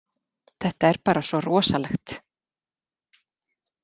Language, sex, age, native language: Icelandic, female, 40-49, Icelandic